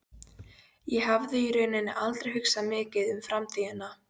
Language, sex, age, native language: Icelandic, female, 13, Polish